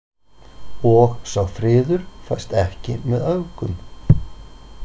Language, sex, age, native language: Icelandic, male, 40-49, Icelandic